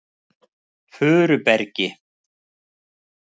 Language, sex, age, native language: Icelandic, male, 50-59, Icelandic